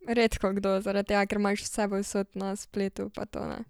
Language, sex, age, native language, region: Slovenian, female, 12-17, Slovenian, Savinja region